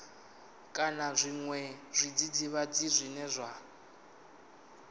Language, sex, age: Venda, male, 19